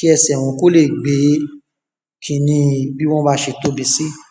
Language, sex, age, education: Yoruba, male, 15-29, tertiary